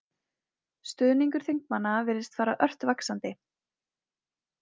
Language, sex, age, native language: Icelandic, female, 20-29, Icelandic